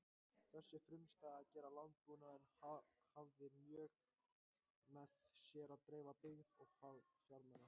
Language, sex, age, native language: Icelandic, male, 18-19, Icelandic